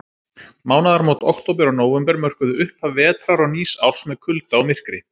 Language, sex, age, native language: Icelandic, male, 30-39, Icelandic